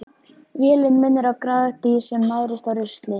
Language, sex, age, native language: Icelandic, female, 14, Icelandic